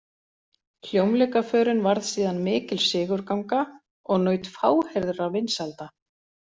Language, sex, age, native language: Icelandic, female, 40-49, Icelandic